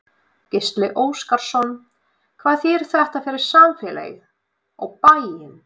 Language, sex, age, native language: Icelandic, female, 20-29, Russian